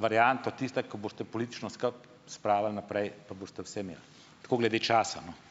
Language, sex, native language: Slovenian, male, Slovenian